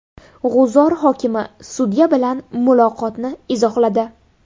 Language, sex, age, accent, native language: Uzbek, female, 18-24, Buxoro, Uzbek